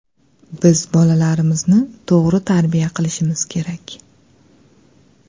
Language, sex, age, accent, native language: Uzbek, female, 25-34, Andijon, Uzbek